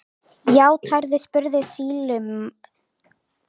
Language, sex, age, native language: Icelandic, female, 18-19, Icelandic